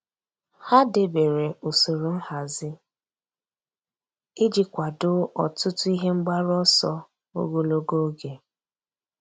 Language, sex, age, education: Igbo, female, 15-29, tertiary